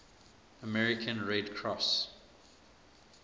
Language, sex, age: English, male, 24